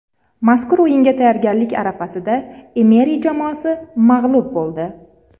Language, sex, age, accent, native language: Uzbek, female, 30-39, Farg'ona, Uzbek